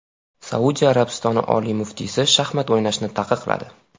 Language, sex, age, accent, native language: Uzbek, male, 18-24, Farg'ona, Uzbek